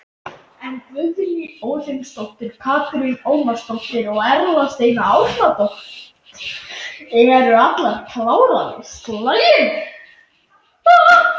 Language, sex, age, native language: Icelandic, male, 18-19, Icelandic